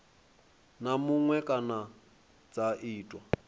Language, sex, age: Venda, male, 23